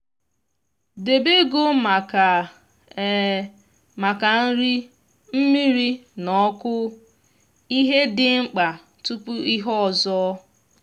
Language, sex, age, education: Igbo, female, 15-29, tertiary